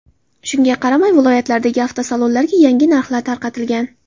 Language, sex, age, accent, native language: Uzbek, female, 18-24, Xorazm, Uzbek